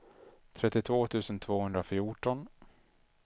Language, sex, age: Swedish, male, 33